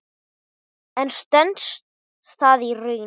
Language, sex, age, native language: Icelandic, male, 9, Portuguese